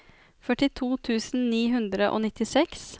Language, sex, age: Norwegian, female, 33